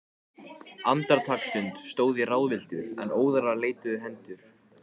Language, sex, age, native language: Icelandic, male, 14, Icelandic